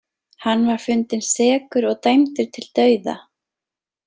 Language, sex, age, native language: Icelandic, female, 20-29, Icelandic